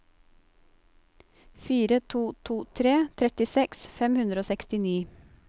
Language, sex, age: Norwegian, female, 28